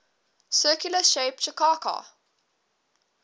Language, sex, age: English, female, 20